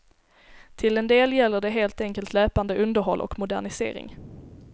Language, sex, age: Swedish, female, 17